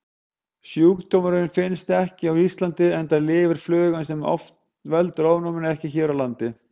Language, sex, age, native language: Icelandic, male, 50-59, Icelandic